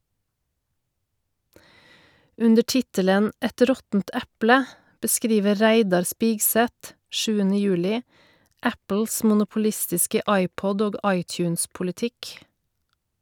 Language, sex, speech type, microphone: Norwegian, female, read, Shure